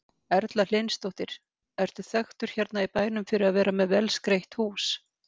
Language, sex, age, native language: Icelandic, female, 50-59, Icelandic